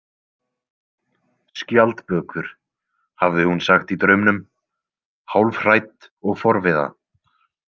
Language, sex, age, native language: Icelandic, male, 20-29, Icelandic